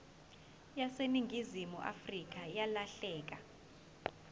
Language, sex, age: Zulu, female, 20